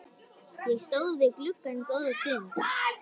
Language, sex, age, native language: Icelandic, female, 12, Icelandic